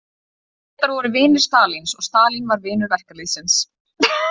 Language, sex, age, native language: Icelandic, female, 20-29, Icelandic